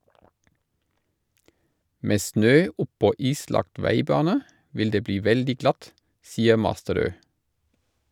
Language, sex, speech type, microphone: Norwegian, male, read, Shure